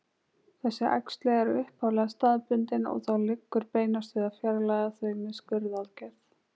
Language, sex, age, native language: Icelandic, female, 20-29, Icelandic